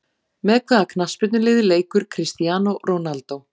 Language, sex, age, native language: Icelandic, female, 40-49, Icelandic